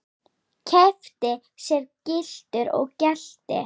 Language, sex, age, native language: Icelandic, female, 10, Icelandic